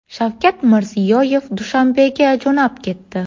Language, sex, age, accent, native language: Uzbek, female, 18-24, Navoiy, Uzbek